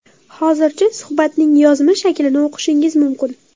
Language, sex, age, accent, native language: Uzbek, female, under 19, Toshkent shahri, Uzbek